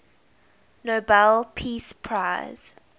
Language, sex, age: English, female, 21